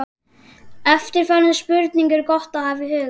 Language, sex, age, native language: Icelandic, male, 12, Icelandic